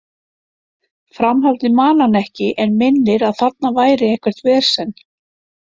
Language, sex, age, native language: Icelandic, female, 50-59, Icelandic